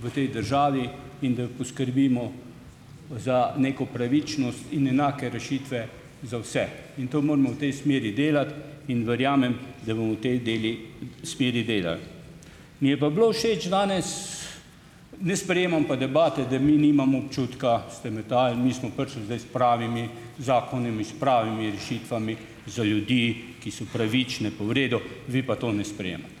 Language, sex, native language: Slovenian, male, Slovenian